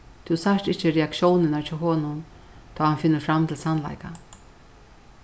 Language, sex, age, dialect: Faroese, female, 61+, Suðurstreymoy